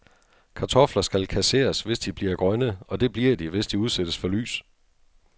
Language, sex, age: Danish, male, 42